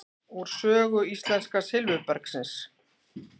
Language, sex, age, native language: Icelandic, female, 18-19, Icelandic